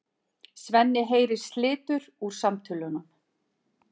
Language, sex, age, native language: Icelandic, female, 40-49, Icelandic